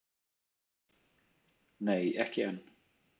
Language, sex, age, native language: Icelandic, male, 30-39, Icelandic